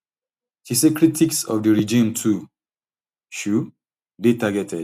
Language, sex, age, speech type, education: Nigerian Pidgin, male, 30-45, spontaneous, tertiary